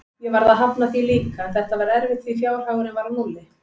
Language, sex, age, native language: Icelandic, female, 50-59, Icelandic